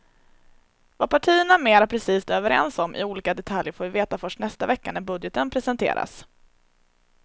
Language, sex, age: Swedish, female, 21